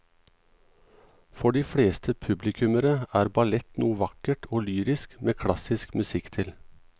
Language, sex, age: Norwegian, male, 38